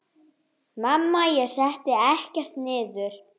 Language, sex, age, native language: Icelandic, male, 9, Icelandic